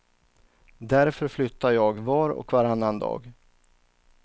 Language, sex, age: Swedish, male, 39